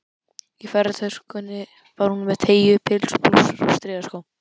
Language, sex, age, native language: Icelandic, male, 12, Icelandic